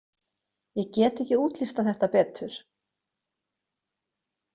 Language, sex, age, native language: Icelandic, female, 60-69, Icelandic